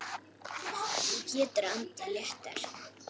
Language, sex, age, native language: Icelandic, female, 8, Icelandic